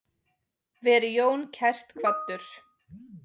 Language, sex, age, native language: Icelandic, female, 20-29, Icelandic